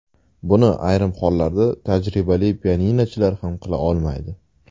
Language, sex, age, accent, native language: Uzbek, male, 19-29, Toshkent shahri, Uzbek